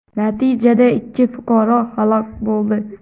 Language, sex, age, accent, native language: Uzbek, male, under 19, Xorazm, Uzbek